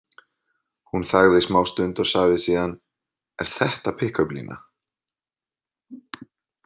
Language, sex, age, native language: Icelandic, male, 30-39, Icelandic